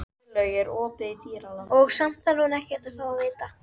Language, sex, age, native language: Icelandic, female, 11, Icelandic